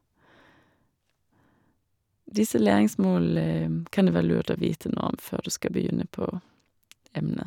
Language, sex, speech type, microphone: Norwegian, female, spontaneous, Shure